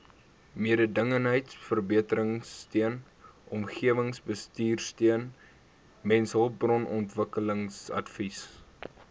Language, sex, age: Afrikaans, male, 18